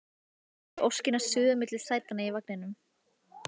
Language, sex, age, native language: Icelandic, female, 15, Icelandic